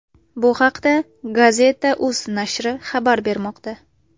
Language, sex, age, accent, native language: Uzbek, female, 18-24, Farg'ona, Uzbek